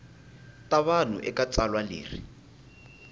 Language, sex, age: Tsonga, male, 19